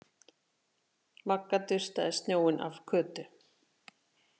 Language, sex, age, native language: Icelandic, female, 40-49, Icelandic